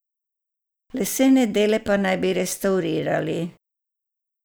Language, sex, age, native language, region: Slovenian, female, 60+, Croatian, Savinja region